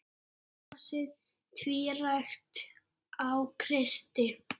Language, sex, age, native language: Icelandic, male, 6, Icelandic